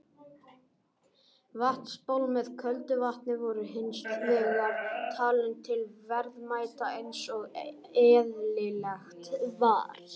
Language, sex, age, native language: Icelandic, male, 18-19, Icelandic